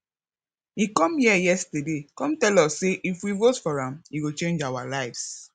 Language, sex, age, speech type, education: Nigerian Pidgin, female, 15-29, spontaneous, tertiary